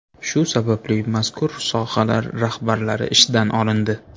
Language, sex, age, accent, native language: Uzbek, male, 25-34, Navoiy, Uzbek